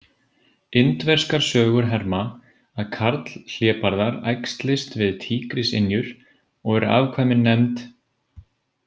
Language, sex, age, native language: Icelandic, male, 20-29, Icelandic